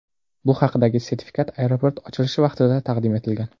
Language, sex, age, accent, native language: Uzbek, male, under 19, Jizzax, Uzbek